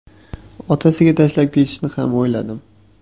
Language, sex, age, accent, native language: Uzbek, male, 18-24, Toshkent shahri, Uzbek